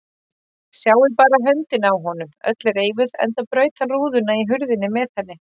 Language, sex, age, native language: Icelandic, female, 30-39, Icelandic